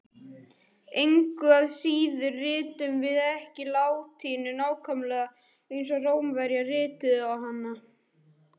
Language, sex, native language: Icelandic, male, Icelandic